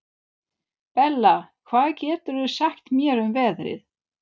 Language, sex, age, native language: Icelandic, female, 30-39, Swedish